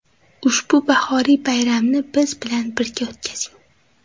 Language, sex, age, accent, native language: Uzbek, female, 18-24, Xorazm, Uzbek